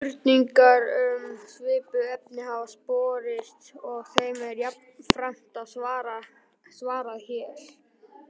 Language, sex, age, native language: Icelandic, male, 18-19, Icelandic